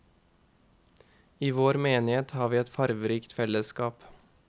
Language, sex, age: Norwegian, male, 21